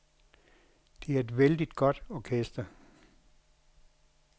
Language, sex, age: Danish, male, 61